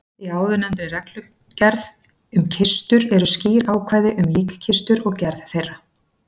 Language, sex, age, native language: Icelandic, female, 40-49, Icelandic